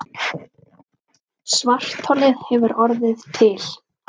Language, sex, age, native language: Icelandic, female, 30-39, Icelandic